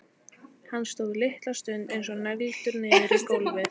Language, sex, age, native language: Icelandic, female, 14, Icelandic